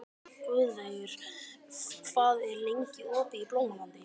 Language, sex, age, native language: Icelandic, male, 12, Icelandic